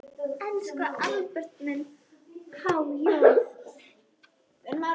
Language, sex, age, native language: Icelandic, female, 10, Icelandic